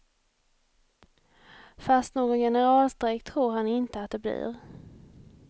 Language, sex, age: Swedish, female, 28